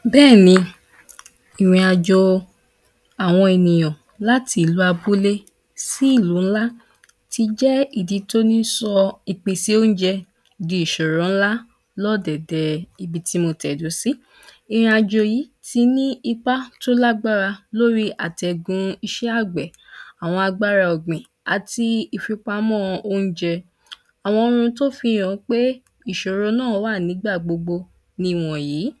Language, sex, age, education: Yoruba, female, 15-29, primary